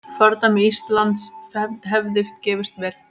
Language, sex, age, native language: Icelandic, male, 10, Icelandic